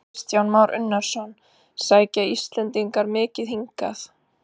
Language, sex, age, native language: Icelandic, female, 30-39, Icelandic